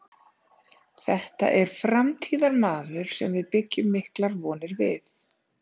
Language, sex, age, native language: Icelandic, female, 30-39, Icelandic